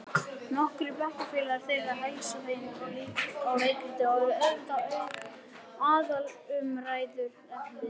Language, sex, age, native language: Icelandic, male, 11, Icelandic